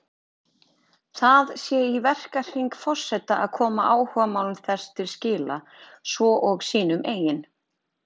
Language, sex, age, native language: Icelandic, female, 30-39, Icelandic